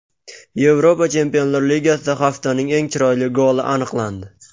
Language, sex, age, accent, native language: Uzbek, male, 19-29, Qashqadaryo, Uzbek